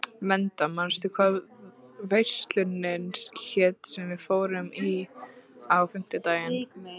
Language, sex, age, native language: Icelandic, female, 13, Icelandic